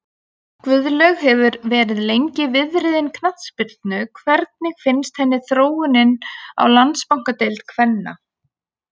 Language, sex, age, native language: Icelandic, female, 40-49, Icelandic